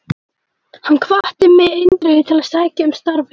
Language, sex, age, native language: Icelandic, male, 12, Icelandic